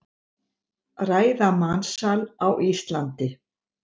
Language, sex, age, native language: Icelandic, female, 70-79, Icelandic